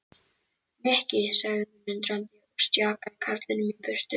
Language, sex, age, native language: Icelandic, male, 11, Icelandic